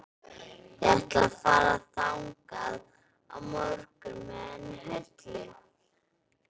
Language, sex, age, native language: Icelandic, female, 12, Icelandic